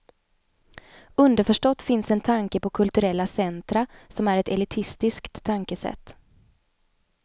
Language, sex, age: Swedish, female, 29